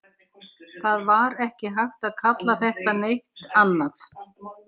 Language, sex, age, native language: Icelandic, female, 60-69, Icelandic